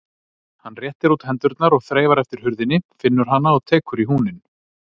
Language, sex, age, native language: Icelandic, male, 30-39, Icelandic